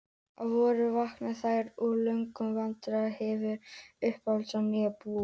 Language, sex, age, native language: Icelandic, female, 18-19, Icelandic